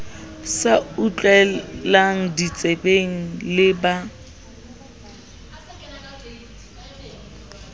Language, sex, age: Southern Sotho, female, 30